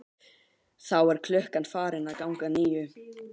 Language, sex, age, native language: Icelandic, male, 12, Icelandic